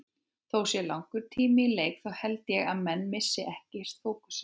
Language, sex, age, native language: Icelandic, female, 18-19, Icelandic